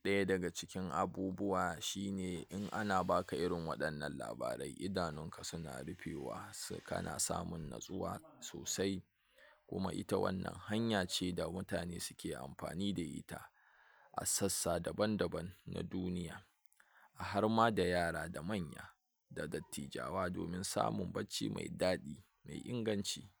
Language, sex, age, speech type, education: Hausa, male, 46-60, spontaneous, tertiary